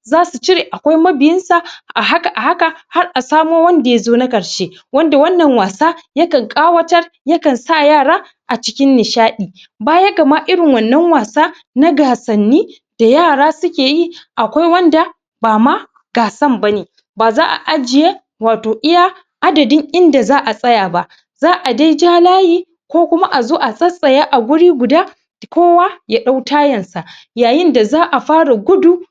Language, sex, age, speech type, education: Hausa, male, 15-29, spontaneous, secondary